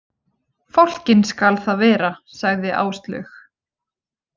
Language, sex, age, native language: Icelandic, female, 20-29, Icelandic